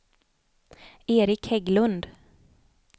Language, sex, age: Swedish, female, 29